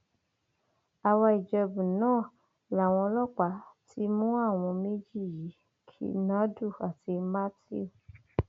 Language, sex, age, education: Yoruba, female, 30-45, tertiary